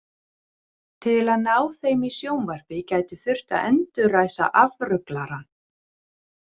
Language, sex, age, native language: Icelandic, female, 40-49, Icelandic